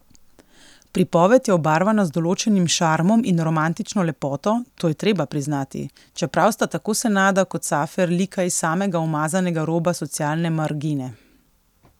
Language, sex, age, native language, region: Slovenian, female, 18-29, Slovenian, Coastal Karst region